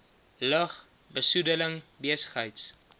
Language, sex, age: Afrikaans, male, 19